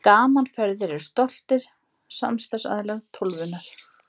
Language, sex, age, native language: Icelandic, female, 20-29, Icelandic